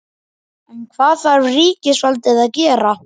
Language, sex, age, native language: Icelandic, male, 11, Icelandic